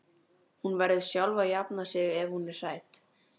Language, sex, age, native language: Icelandic, female, 12, Icelandic